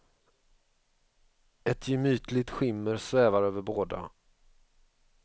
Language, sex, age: Swedish, male, 45